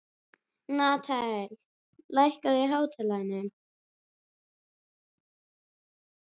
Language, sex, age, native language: Icelandic, female, 12, Icelandic